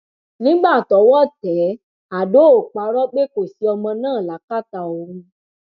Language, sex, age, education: Yoruba, female, 15-29, tertiary